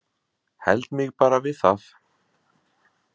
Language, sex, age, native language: Icelandic, male, 40-49, Icelandic